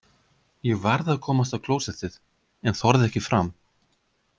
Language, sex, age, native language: Icelandic, male, 50-59, Icelandic